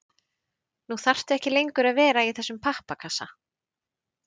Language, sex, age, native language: Icelandic, female, 30-39, Icelandic